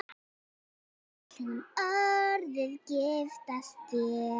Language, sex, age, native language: Icelandic, female, 9, Icelandic